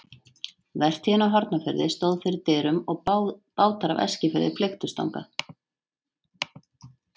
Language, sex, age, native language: Icelandic, female, 30-39, Icelandic